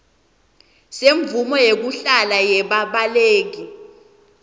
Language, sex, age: Swati, female, 20